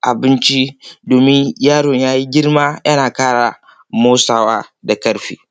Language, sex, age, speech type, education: Hausa, male, 15-29, spontaneous, tertiary